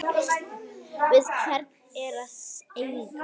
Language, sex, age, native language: Icelandic, female, 8, Icelandic